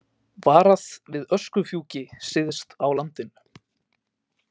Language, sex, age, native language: Icelandic, male, 18-19, Icelandic